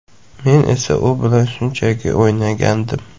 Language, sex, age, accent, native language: Uzbek, male, 18-24, Jizzax, Uzbek